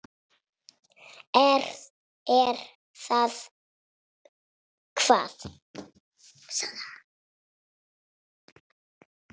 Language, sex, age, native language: Icelandic, male, 6, Italian